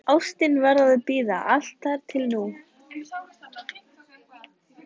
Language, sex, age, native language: Icelandic, female, 14, Icelandic